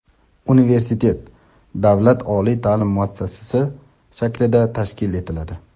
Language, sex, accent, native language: Uzbek, male, Toshkent shahri, Uzbek